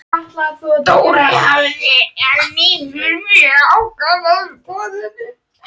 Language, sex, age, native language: Icelandic, female, 13, Icelandic